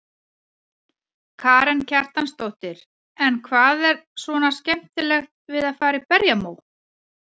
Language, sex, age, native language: Icelandic, female, 40-49, Icelandic